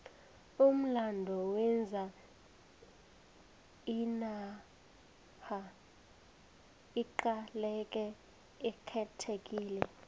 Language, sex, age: South Ndebele, female, 20